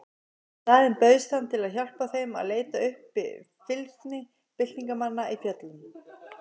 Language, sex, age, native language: Icelandic, male, 50-59, Icelandic